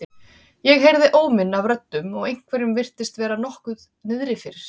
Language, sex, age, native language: Icelandic, female, 30-39, Icelandic